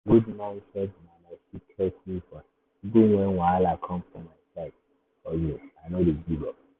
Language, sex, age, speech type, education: Nigerian Pidgin, male, 15-29, spontaneous, secondary